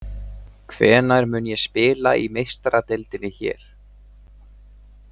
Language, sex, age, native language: Icelandic, male, 18-19, Icelandic